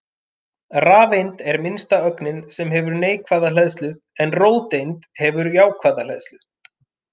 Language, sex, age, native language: Icelandic, male, 30-39, Icelandic